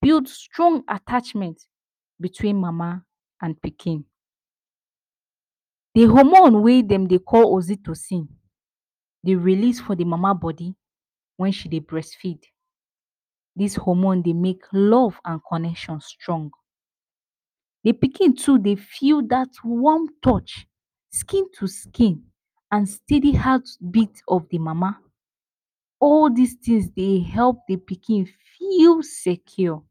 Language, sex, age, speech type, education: Nigerian Pidgin, female, 15-29, spontaneous, tertiary